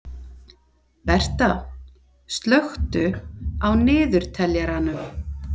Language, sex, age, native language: Icelandic, female, 50-59, Icelandic